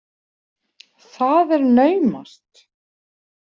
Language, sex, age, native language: Icelandic, female, 40-49, Icelandic